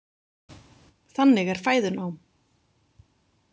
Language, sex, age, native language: Icelandic, female, 40-49, Icelandic